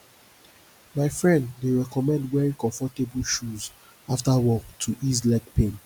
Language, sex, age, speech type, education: Nigerian Pidgin, male, 30-45, spontaneous, tertiary